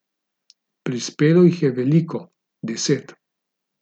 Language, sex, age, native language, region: Slovenian, male, 50-59, Slovenian, Gorica region